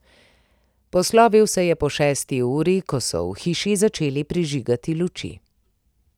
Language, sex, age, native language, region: Slovenian, female, 30-49, Slovenian, Primorsko-notranjska region